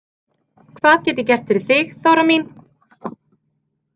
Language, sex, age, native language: Icelandic, female, 30-39, Icelandic